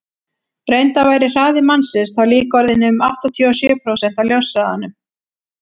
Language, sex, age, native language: Icelandic, female, 40-49, Icelandic